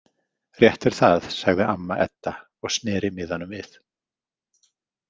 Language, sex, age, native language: Icelandic, male, 50-59, Icelandic